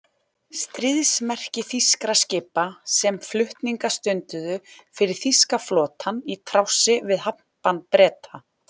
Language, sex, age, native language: Icelandic, female, 40-49, Icelandic